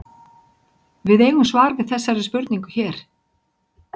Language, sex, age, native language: Icelandic, female, 60-69, Icelandic